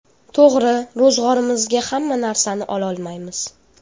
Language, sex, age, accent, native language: Uzbek, female, 18-24, Toshkent shahri, Uzbek